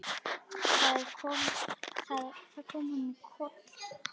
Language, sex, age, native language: Icelandic, female, 10, Icelandic